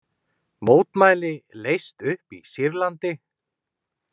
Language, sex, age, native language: Icelandic, male, 20-29, Icelandic